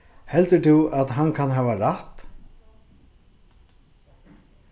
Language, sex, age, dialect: Faroese, male, 36-60, Suðurstreymoy